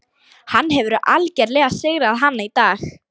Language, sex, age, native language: Icelandic, female, 18-19, Lithuanian